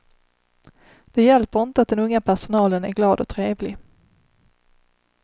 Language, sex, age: Swedish, female, 30